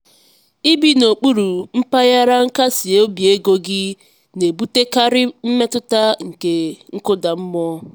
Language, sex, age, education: Igbo, female, 15-29, tertiary